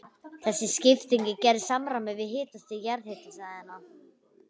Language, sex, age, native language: Icelandic, female, 11, Icelandic